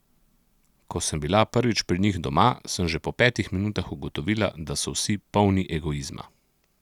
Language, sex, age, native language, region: Slovenian, male, 30-49, Slovenian, Central Slovenia